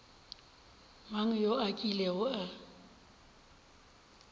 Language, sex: Northern Sotho, female